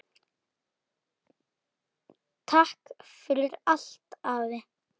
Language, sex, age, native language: Icelandic, male, 9, Icelandic